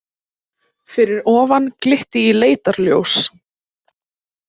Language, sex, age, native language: Icelandic, female, 18-19, Icelandic